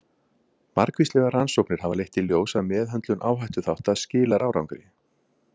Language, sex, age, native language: Icelandic, male, 50-59, Icelandic